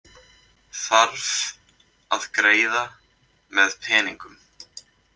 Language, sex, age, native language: Icelandic, male, 20-29, Icelandic